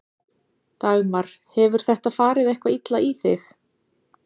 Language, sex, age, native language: Icelandic, female, 30-39, Icelandic